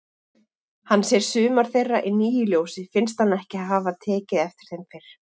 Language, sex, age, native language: Icelandic, female, 40-49, Icelandic